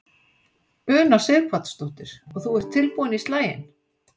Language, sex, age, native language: Icelandic, female, 60-69, Icelandic